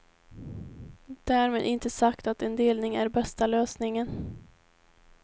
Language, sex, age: Swedish, female, 18